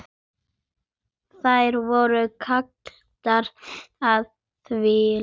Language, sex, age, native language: Icelandic, male, 9, Icelandic